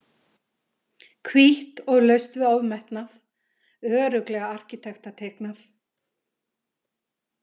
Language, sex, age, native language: Icelandic, female, 50-59, Icelandic